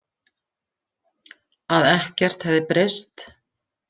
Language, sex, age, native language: Icelandic, female, 50-59, Icelandic